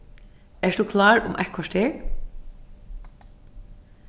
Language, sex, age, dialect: Faroese, female, 15-35, Suðurstreymoy